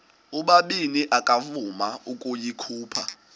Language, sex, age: Xhosa, male, 20